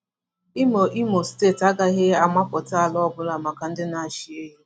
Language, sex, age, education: Igbo, female, 30-45, tertiary